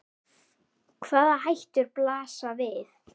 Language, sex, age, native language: Icelandic, female, 10, Icelandic